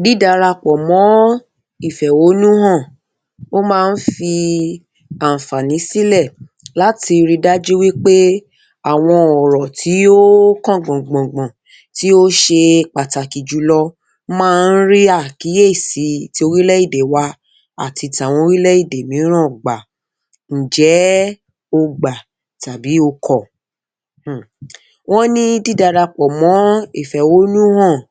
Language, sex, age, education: Yoruba, female, 30-45, tertiary